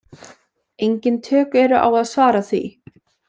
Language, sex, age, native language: Icelandic, female, 20-29, Icelandic